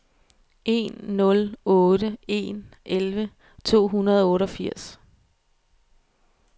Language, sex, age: Danish, female, 24